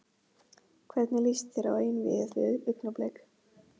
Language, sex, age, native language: Icelandic, female, 15, Icelandic